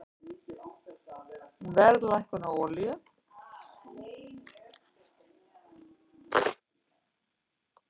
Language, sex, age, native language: Icelandic, female, 60-69, Icelandic